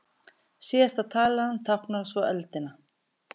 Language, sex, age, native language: Icelandic, female, 50-59, Icelandic